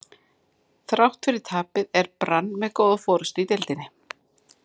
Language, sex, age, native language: Icelandic, female, 40-49, Icelandic